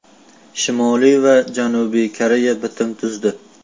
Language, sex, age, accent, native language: Uzbek, male, 18-24, Farg'ona, Uzbek